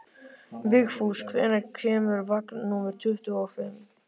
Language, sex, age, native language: Icelandic, male, 13, Icelandic